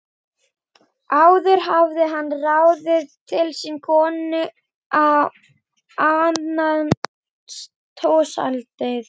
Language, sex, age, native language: Icelandic, female, 12, Icelandic